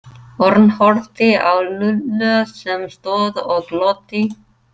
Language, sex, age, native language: Icelandic, female, 30-39, English